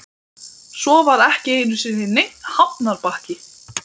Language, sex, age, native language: Icelandic, male, 12, Icelandic